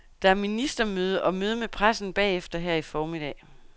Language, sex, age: Danish, female, 32